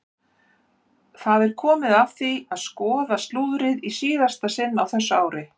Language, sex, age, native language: Icelandic, female, 50-59, Icelandic